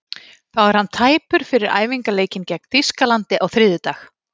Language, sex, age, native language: Icelandic, female, 40-49, Icelandic